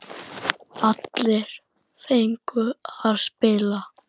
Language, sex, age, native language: Icelandic, male, 9, Icelandic